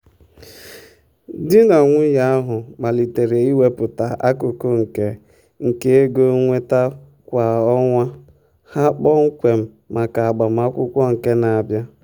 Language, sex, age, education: Igbo, male, 30-45, tertiary